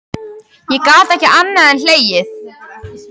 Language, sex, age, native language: Icelandic, female, 13, Icelandic